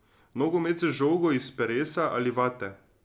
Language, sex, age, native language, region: Slovenian, male, 30-49, Slovenian, Drava region